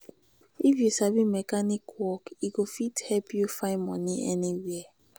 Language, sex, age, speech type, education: Nigerian Pidgin, female, 15-29, spontaneous, tertiary